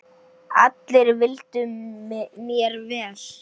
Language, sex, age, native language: Icelandic, male, 9, Icelandic